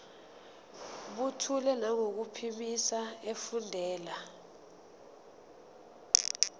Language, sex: Zulu, female